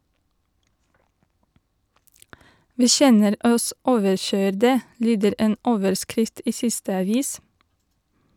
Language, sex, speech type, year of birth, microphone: Norwegian, female, read, 1982, Shure